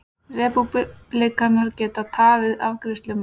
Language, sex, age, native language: Icelandic, female, 30-39, Icelandic